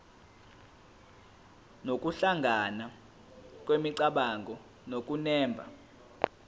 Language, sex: Zulu, male